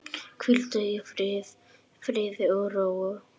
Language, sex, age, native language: Icelandic, female, 9, Icelandic